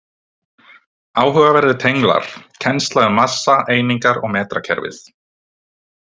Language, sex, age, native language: Icelandic, male, 20-29, Icelandic